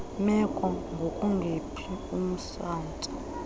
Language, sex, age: Xhosa, female, 23